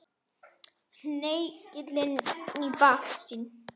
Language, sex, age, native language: Icelandic, female, 10, Icelandic